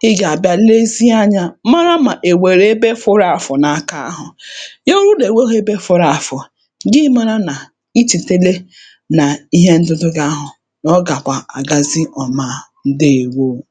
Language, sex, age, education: Igbo, female, 30-45, tertiary